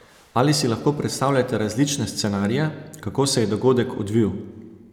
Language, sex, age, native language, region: Slovenian, male, 30-49, Slovenian, Savinja region